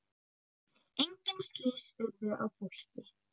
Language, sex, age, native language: Icelandic, female, 9, Icelandic